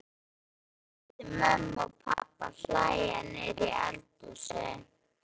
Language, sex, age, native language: Icelandic, male, 12, Icelandic